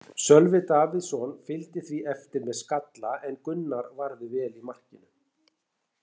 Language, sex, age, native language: Icelandic, male, 60-69, Icelandic